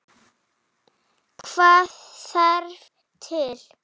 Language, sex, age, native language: Icelandic, female, 8, Icelandic